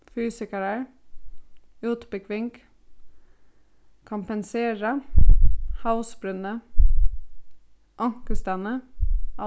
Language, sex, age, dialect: Faroese, female, 15-35, Suðurstreymoy